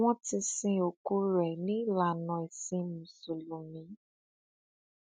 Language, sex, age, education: Yoruba, female, 15-29, tertiary